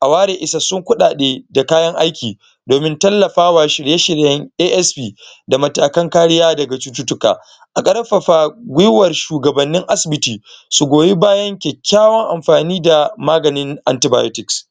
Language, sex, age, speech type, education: Hausa, male, 15-29, spontaneous, primary